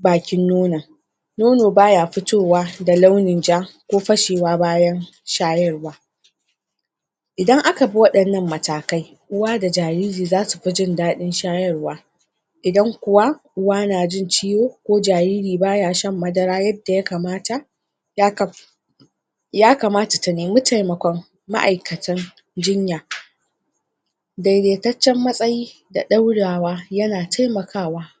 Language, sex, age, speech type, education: Hausa, female, 30-45, spontaneous, tertiary